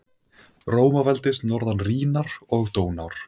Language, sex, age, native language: Icelandic, male, 20-29, Icelandic